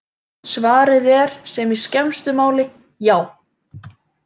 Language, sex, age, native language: Icelandic, female, 20-29, Icelandic